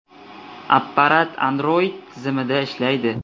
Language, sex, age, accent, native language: Uzbek, male, 18-24, Andijon, Uzbek